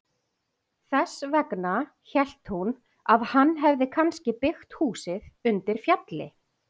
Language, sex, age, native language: Icelandic, female, 40-49, Icelandic